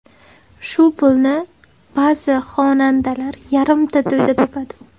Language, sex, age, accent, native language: Uzbek, female, 18-24, Samarqand, Uzbek